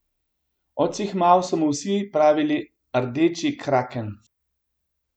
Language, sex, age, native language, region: Slovenian, male, 50-59, Slovenian, Gorenjska region